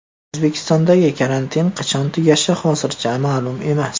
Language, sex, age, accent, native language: Uzbek, male, 18-24, Farg'ona, Uzbek